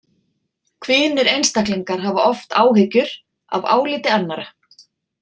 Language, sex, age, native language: Icelandic, female, 40-49, Icelandic